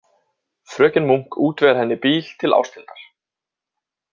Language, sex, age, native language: Icelandic, male, 20-29, Icelandic